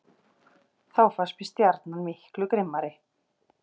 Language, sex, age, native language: Icelandic, female, 40-49, Icelandic